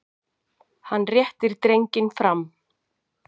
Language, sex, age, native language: Icelandic, female, 40-49, Icelandic